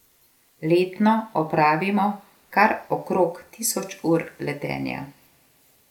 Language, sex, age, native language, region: Slovenian, female, 50-59, Slovenian, Gorenjska region